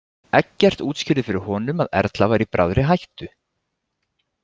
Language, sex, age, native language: Icelandic, male, 20-29, Icelandic